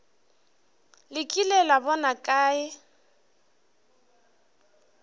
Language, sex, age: Northern Sotho, female, 21